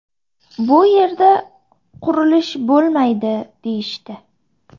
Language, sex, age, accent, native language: Uzbek, female, 25-34, Toshkent shahri, Uzbek